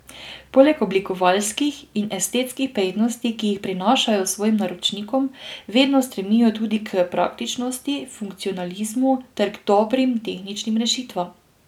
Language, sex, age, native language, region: Slovenian, female, 18-29, Slovenian, Drava region